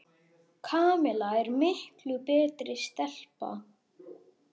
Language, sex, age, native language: Icelandic, male, 10, Icelandic